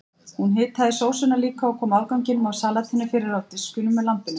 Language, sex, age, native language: Icelandic, female, 40-49, Icelandic